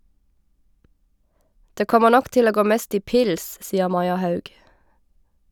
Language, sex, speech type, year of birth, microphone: Norwegian, female, read, 1989, Shure